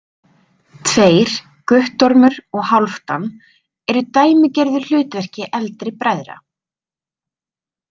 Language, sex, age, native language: Icelandic, female, 30-39, Icelandic